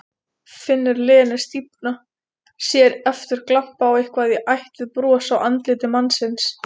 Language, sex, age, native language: Icelandic, female, 20-29, Icelandic